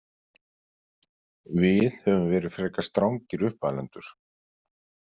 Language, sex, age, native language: Icelandic, male, 50-59, Icelandic